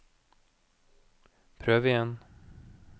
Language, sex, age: Norwegian, male, 29